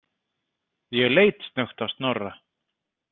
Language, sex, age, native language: Icelandic, male, 30-39, Icelandic